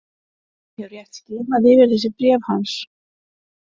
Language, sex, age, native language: Icelandic, female, 50-59, Icelandic